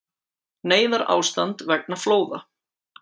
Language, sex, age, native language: Icelandic, male, 18-19, Icelandic